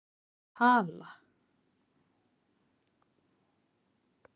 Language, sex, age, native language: Icelandic, female, 40-49, Icelandic